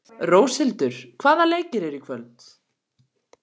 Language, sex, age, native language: Icelandic, female, 40-49, Icelandic